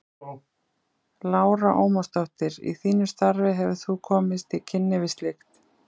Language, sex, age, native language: Icelandic, female, 30-39, Icelandic